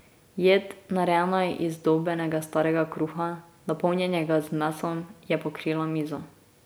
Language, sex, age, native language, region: Slovenian, female, 18-29, Slovenian, Drava region